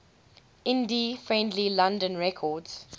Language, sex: English, female